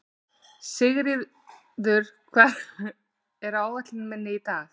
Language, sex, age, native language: Icelandic, female, 40-49, Icelandic